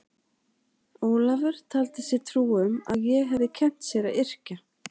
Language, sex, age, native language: Icelandic, female, 40-49, Icelandic